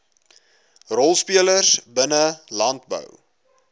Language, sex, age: Afrikaans, male, 21